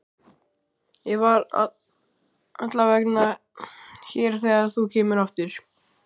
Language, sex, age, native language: Icelandic, male, 12, Icelandic